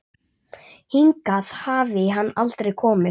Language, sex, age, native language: Icelandic, male, 8, Icelandic